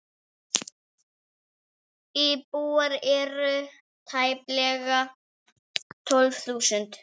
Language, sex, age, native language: Icelandic, female, 7, Icelandic